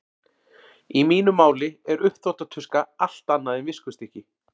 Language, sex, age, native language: Icelandic, male, 40-49, Icelandic